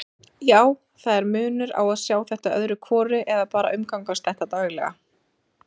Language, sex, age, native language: Icelandic, female, 30-39, Icelandic